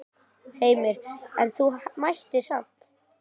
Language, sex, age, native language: Icelandic, male, 10, Icelandic